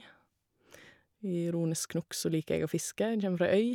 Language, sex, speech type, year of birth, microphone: Norwegian, female, spontaneous, 1985, Shure